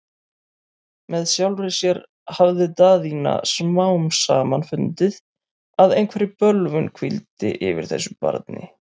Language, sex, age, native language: Icelandic, male, 30-39, Icelandic